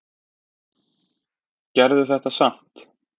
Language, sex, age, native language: Icelandic, male, 20-29, Icelandic